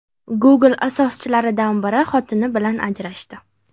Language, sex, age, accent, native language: Uzbek, female, 18-24, Farg'ona, Uzbek